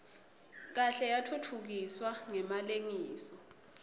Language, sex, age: Swati, female, 22